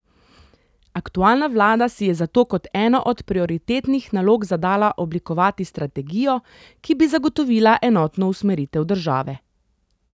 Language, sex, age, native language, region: Slovenian, female, 30-49, Slovenian, Central Slovenia